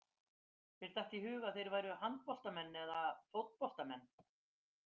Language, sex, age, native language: Icelandic, female, 50-59, Icelandic